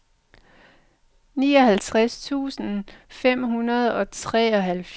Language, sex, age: Danish, female, 45